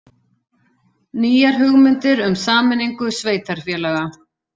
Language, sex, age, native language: Icelandic, female, 40-49, Icelandic